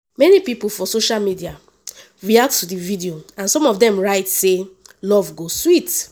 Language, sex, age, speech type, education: Nigerian Pidgin, female, 15-29, spontaneous, tertiary